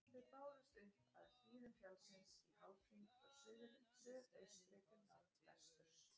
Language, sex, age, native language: Icelandic, female, 40-49, Icelandic